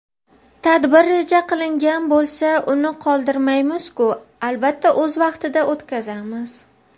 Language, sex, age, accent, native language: Uzbek, female, 30-39, Farg'ona, Uzbek